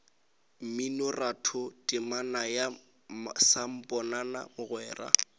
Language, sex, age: Northern Sotho, male, 18